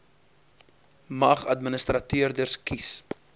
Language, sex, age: Afrikaans, male, 23